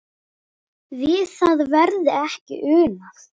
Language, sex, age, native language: Icelandic, female, 10, Icelandic